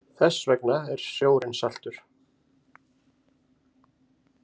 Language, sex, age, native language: Icelandic, male, 50-59, Icelandic